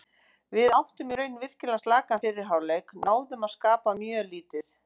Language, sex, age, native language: Icelandic, female, 50-59, Icelandic